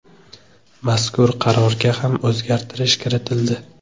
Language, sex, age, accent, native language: Uzbek, male, 25-34, Jizzax, Uzbek